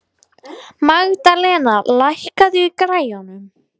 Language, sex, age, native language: Icelandic, female, 60-69, Icelandic